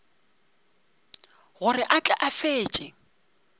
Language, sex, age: Northern Sotho, female, 35